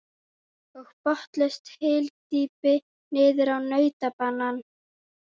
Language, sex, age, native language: Icelandic, female, 12, Icelandic